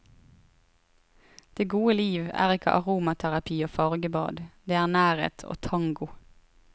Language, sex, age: Norwegian, female, 23